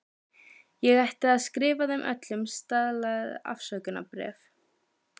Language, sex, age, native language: Icelandic, female, 12, Icelandic